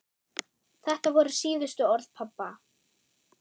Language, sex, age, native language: Icelandic, male, 6, German